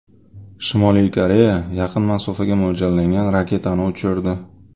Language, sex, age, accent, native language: Uzbek, male, 25-34, Sirdaryo, Uzbek